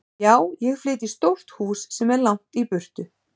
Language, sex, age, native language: Icelandic, female, 30-39, Icelandic